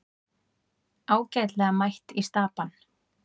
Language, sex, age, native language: Icelandic, female, 30-39, Icelandic